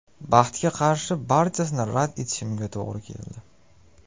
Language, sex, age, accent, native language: Uzbek, male, 18-24, Namangan, Uzbek